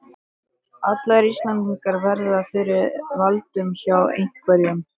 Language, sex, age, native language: Icelandic, male, 13, Icelandic